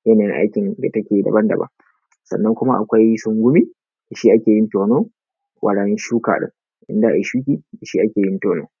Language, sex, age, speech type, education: Hausa, male, 15-29, spontaneous, tertiary